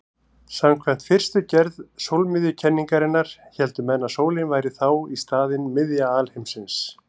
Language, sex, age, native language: Icelandic, male, 40-49, Icelandic